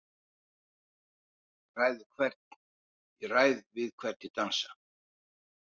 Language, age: Icelandic, 50-59